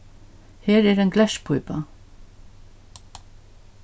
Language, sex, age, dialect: Faroese, female, 61+, Norðurstreymoy/Eysturoy